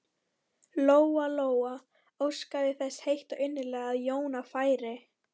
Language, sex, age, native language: Icelandic, female, 13, Icelandic